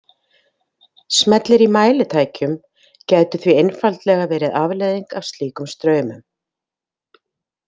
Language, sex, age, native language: Icelandic, female, 50-59, Icelandic